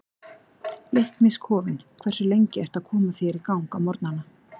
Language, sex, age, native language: Icelandic, female, 40-49, Icelandic